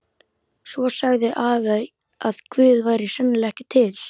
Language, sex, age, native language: Icelandic, male, 12, Icelandic